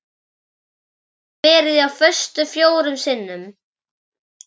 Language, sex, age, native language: Icelandic, male, 11, Icelandic